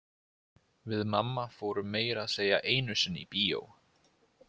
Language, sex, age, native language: Icelandic, male, 20-29, Icelandic